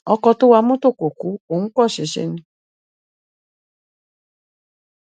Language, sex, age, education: Yoruba, female, 30-45, tertiary